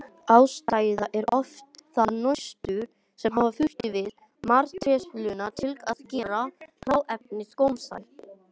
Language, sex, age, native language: Icelandic, male, 18-19, Icelandic